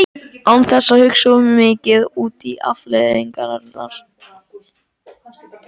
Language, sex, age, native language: Icelandic, male, 14, Icelandic